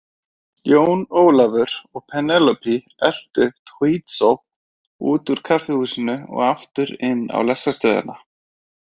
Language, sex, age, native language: Icelandic, male, 30-39, Icelandic